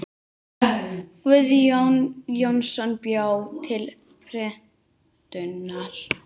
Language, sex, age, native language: Icelandic, female, 18-19, Icelandic